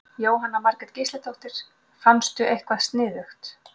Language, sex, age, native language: Icelandic, female, 40-49, Icelandic